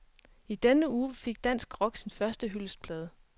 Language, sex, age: Danish, female, 23